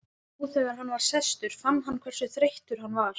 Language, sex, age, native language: Icelandic, female, 20-29, Icelandic